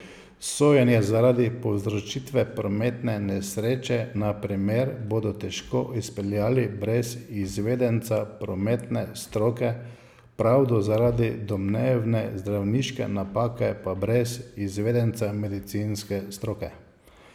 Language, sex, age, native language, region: Slovenian, male, 50-59, Slovenian, Savinja region